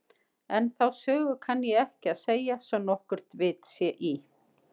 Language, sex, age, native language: Icelandic, female, 50-59, Icelandic